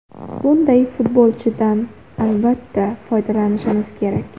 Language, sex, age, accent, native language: Uzbek, female, under 19, Xorazm, Uzbek